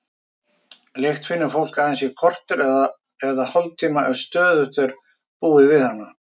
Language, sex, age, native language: Icelandic, male, 50-59, Icelandic